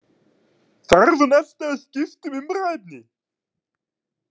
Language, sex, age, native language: Icelandic, male, 30-39, Icelandic